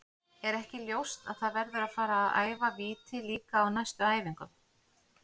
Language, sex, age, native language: Icelandic, female, 40-49, Icelandic